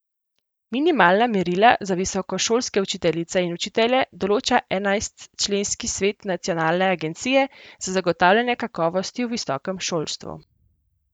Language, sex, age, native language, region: Slovenian, female, 18-29, Slovenian, Central Slovenia